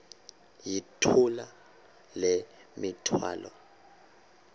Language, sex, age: Xhosa, male, 31